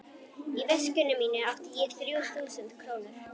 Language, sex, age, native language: Icelandic, female, 11, Icelandic